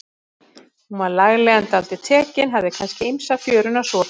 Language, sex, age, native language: Icelandic, female, 50-59, Icelandic